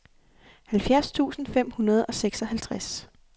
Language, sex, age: Danish, female, 28